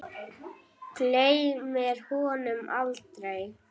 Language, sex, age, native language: Icelandic, female, 9, Icelandic